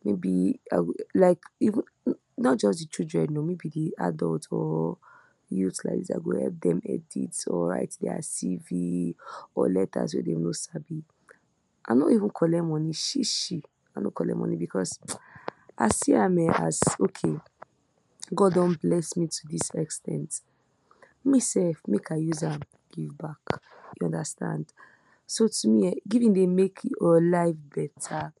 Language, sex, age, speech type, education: Nigerian Pidgin, female, 46-60, spontaneous, tertiary